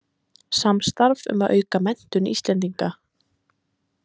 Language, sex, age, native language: Icelandic, female, 20-29, Icelandic